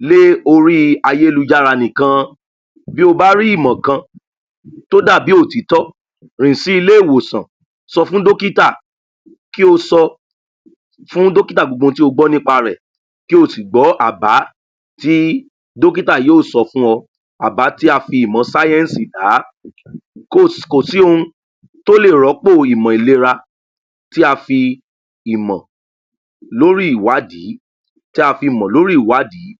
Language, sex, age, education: Yoruba, male, 30-45, tertiary